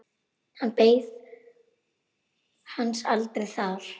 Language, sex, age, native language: Icelandic, female, 9, Icelandic